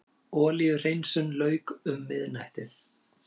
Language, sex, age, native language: Icelandic, male, 40-49, Icelandic